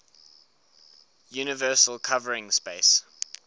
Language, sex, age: English, male, 19